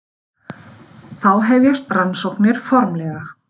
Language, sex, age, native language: Icelandic, female, 50-59, Icelandic